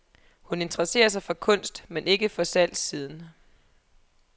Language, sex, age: Danish, female, 23